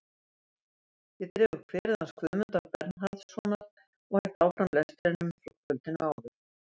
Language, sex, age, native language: Icelandic, female, 70-79, Icelandic